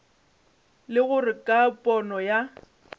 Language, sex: Northern Sotho, female